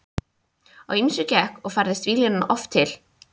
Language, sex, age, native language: Icelandic, female, 20-29, Icelandic